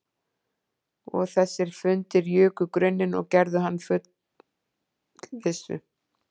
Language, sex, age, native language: Icelandic, female, 40-49, Icelandic